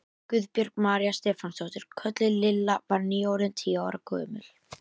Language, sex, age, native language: Icelandic, female, 11, Icelandic